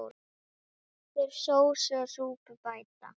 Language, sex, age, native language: Icelandic, female, 9, Icelandic